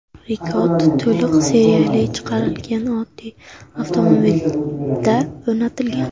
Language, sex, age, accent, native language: Uzbek, female, 18-24, Navoiy, Uzbek